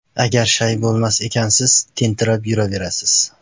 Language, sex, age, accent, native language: Uzbek, male, 18-24, Jizzax, Uzbek